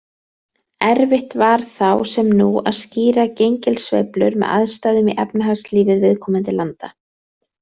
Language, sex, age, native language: Icelandic, female, 30-39, Icelandic